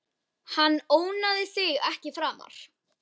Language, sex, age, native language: Icelandic, female, 10, Icelandic